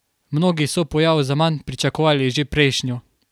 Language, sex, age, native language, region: Slovenian, male, 18-29, Slovenian, Carinthia region